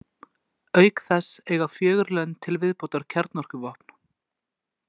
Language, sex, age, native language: Icelandic, male, 20-29, Icelandic